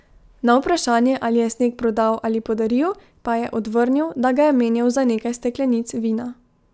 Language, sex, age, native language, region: Slovenian, female, 18-29, Slovenian, Drava region